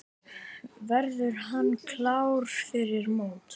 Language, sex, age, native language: Icelandic, male, 10, Icelandic